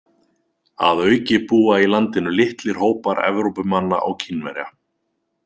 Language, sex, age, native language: Icelandic, male, 20-29, Icelandic